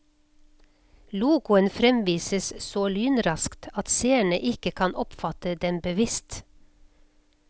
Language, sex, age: Norwegian, female, 56